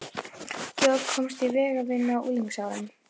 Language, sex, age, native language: Icelandic, female, 11, Icelandic